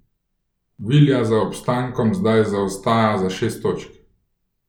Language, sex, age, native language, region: Slovenian, male, 30-49, Slovenian, Gorenjska region